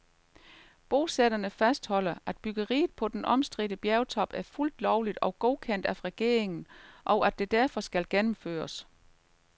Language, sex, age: Danish, female, 38